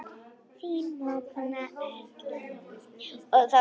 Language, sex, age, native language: Icelandic, female, 10, Icelandic